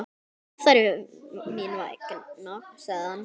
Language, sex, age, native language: Icelandic, male, 9, Icelandic